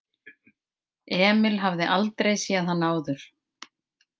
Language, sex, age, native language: Icelandic, female, 50-59, Icelandic